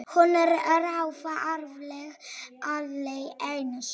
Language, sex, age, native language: Icelandic, female, 7, Polish